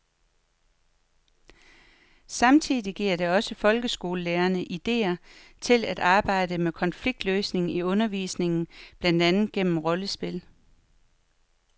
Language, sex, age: Danish, female, 43